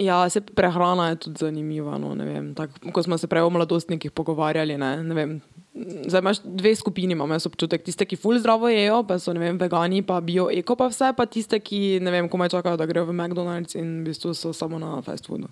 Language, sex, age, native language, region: Slovenian, female, 18-29, Slovenian, Drava region